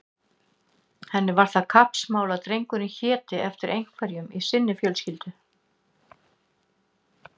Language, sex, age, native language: Icelandic, female, 60-69, Icelandic